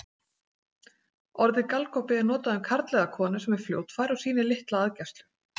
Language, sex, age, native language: Icelandic, female, 40-49, Icelandic